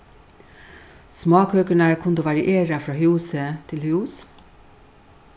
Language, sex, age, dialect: Faroese, female, 61+, Suðurstreymoy